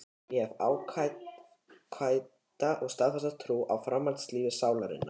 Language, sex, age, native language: Icelandic, male, 13, Icelandic